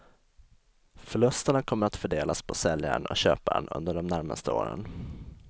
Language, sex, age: Swedish, male, 20